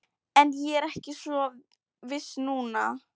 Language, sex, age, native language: Icelandic, female, 11, Polish